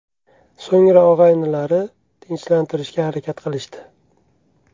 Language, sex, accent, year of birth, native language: Uzbek, male, Andijon, 1994, Uzbek